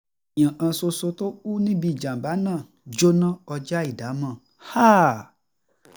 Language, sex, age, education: Yoruba, male, 15-29, tertiary